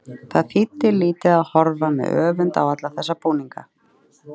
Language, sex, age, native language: Icelandic, female, 30-39, Icelandic